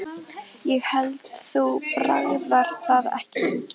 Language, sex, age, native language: Icelandic, female, 13, Icelandic